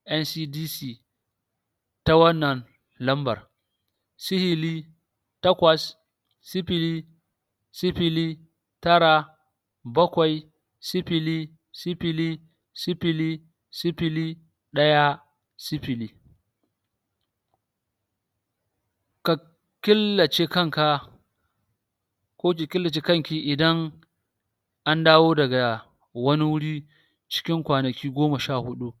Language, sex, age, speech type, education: Hausa, male, 46-60, spontaneous, tertiary